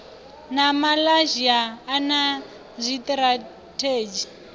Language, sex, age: Venda, female, 28